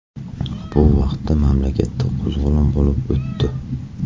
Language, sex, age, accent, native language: Uzbek, male, 25-34, Andijon, Uzbek